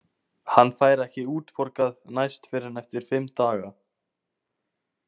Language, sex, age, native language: Icelandic, male, 18-19, Icelandic